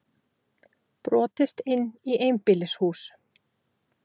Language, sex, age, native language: Icelandic, female, 40-49, Icelandic